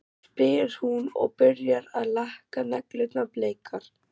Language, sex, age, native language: Icelandic, male, 12, German